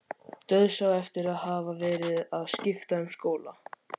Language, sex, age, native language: Icelandic, male, 13, Icelandic